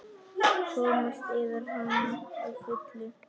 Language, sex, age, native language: Icelandic, male, 10, Icelandic